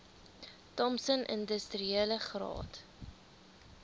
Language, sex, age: Afrikaans, female, 19